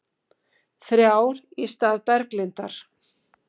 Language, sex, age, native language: Icelandic, female, 50-59, Icelandic